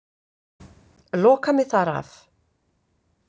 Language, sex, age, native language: Icelandic, female, 50-59, Icelandic